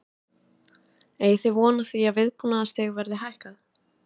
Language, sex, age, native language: Icelandic, other, 20-29, Icelandic